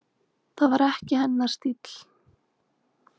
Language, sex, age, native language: Icelandic, female, 20-29, Icelandic